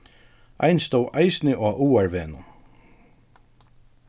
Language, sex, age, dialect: Faroese, male, 36-60, Suðurstreymoy